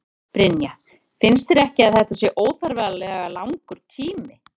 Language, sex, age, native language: Icelandic, female, 30-39, Icelandic